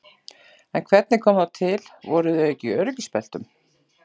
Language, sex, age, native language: Icelandic, female, 40-49, Icelandic